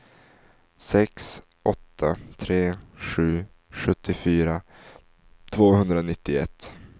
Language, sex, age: Swedish, male, 19